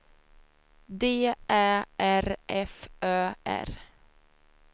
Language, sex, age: Swedish, female, 26